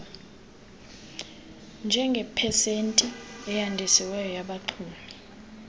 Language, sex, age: Xhosa, female, 22